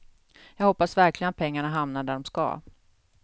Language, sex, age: Swedish, female, 48